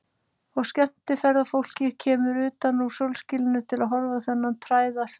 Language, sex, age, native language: Icelandic, female, 30-39, Icelandic